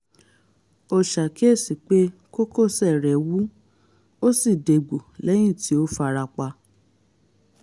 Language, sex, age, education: Yoruba, female, 30-45, tertiary